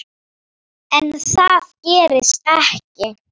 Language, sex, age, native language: Icelandic, female, 9, Icelandic